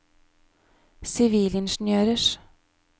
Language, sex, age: Norwegian, female, 31